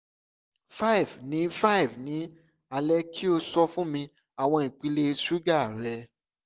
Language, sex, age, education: Yoruba, male, 15-29, secondary